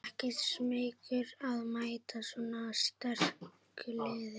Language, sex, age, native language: Icelandic, female, 11, Icelandic